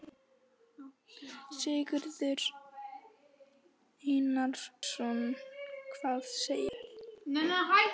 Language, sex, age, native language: Icelandic, female, 13, Icelandic